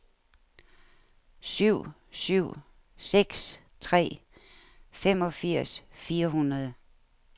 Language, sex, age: Danish, female, 69